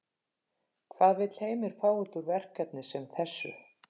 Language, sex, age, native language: Icelandic, female, 50-59, Icelandic